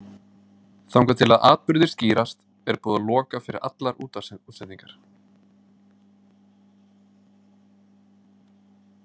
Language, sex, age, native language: Icelandic, male, 20-29, Icelandic